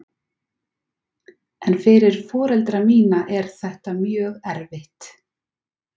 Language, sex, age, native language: Icelandic, female, 40-49, Icelandic